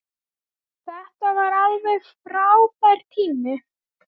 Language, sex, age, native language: Icelandic, female, 7, Icelandic